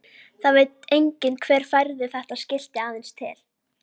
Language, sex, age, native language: Icelandic, female, 12, Icelandic